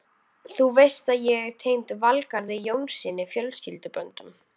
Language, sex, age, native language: Icelandic, female, 12, Icelandic